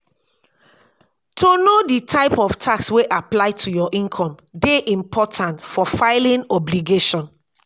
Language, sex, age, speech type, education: Nigerian Pidgin, female, 46-60, spontaneous, tertiary